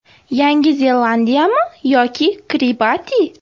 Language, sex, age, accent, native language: Uzbek, female, 18-24, Farg'ona, Uzbek